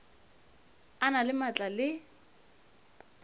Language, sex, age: Northern Sotho, female, 25